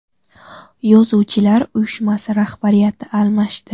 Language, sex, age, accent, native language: Uzbek, female, 18-24, Surxondaryo, Uzbek